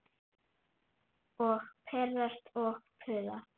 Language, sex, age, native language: Icelandic, female, 8, Icelandic